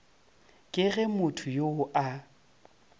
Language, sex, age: Northern Sotho, male, 30